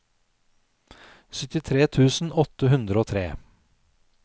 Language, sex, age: Norwegian, male, 46